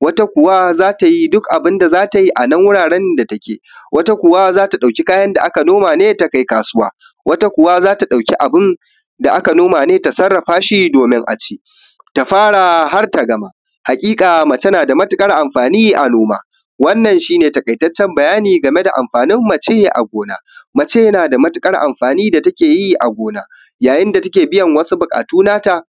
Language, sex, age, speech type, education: Hausa, male, 15-29, spontaneous, primary